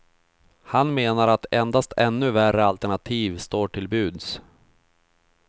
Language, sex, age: Swedish, male, 31